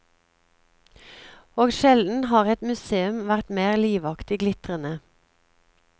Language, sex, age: Norwegian, female, 36